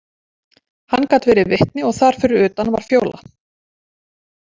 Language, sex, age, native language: Icelandic, female, 40-49, Icelandic